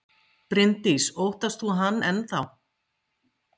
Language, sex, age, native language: Icelandic, female, 50-59, Icelandic